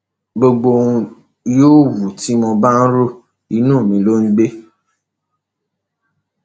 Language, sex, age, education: Yoruba, male, 15-29, tertiary